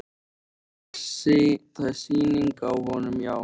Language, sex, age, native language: Icelandic, male, 13, Icelandic